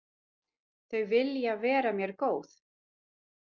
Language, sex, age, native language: Icelandic, female, 40-49, Icelandic